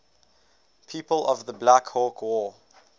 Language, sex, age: English, male, 18